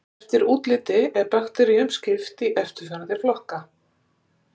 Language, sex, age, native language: Icelandic, female, 60-69, Icelandic